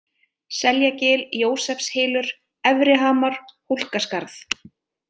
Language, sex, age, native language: Icelandic, female, 30-39, Icelandic